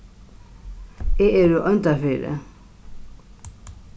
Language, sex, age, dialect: Faroese, female, 36-60, Norðurstreymoy/Eysturoy